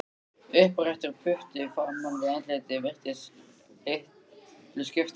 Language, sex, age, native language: Icelandic, male, 13, Icelandic